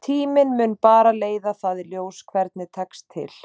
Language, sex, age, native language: Icelandic, female, 30-39, Icelandic